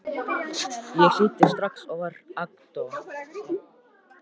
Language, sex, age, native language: Icelandic, male, 14, Icelandic